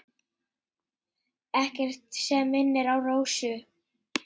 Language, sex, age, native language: Icelandic, male, 8, Icelandic